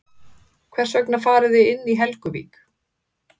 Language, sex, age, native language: Icelandic, female, 30-39, Icelandic